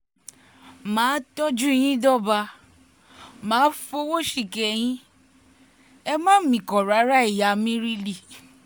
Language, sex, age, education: Yoruba, female, 30-45, tertiary